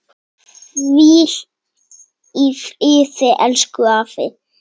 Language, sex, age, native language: Icelandic, male, 7, Icelandic